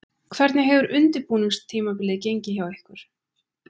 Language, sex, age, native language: Icelandic, female, 20-29, Icelandic